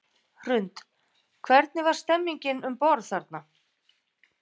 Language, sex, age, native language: Icelandic, female, 50-59, Icelandic